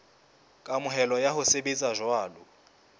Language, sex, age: Southern Sotho, male, 20